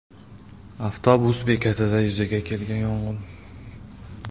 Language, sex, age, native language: Uzbek, male, 25-34, Uzbek